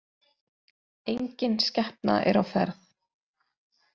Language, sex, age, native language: Icelandic, female, 20-29, Icelandic